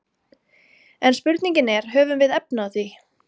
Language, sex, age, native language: Icelandic, female, 30-39, Icelandic